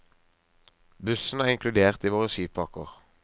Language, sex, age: Norwegian, male, 23